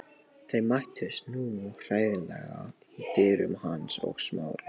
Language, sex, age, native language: Icelandic, male, 18-19, Polish